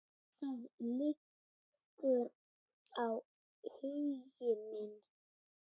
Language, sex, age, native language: Icelandic, female, 7, Icelandic